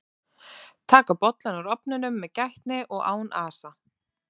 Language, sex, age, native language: Icelandic, female, 30-39, Icelandic